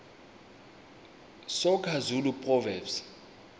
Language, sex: Xhosa, male